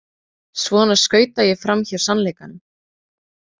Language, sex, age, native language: Icelandic, female, 18-19, Icelandic